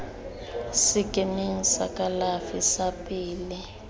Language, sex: Tswana, female